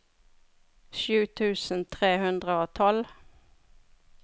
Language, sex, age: Norwegian, female, 42